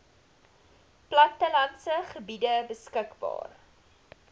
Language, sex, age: Afrikaans, female, 19